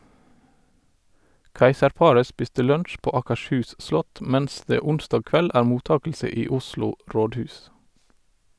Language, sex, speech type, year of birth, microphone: Norwegian, male, read, 1989, Sennheiser